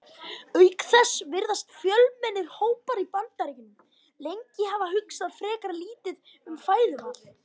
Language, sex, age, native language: Icelandic, female, 50-59, Icelandic